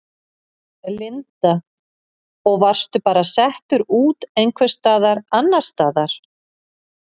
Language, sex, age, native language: Icelandic, female, 40-49, Icelandic